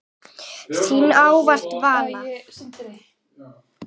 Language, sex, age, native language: Icelandic, female, 8, Icelandic